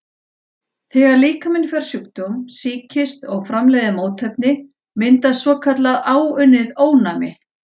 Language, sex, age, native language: Icelandic, female, 40-49, Icelandic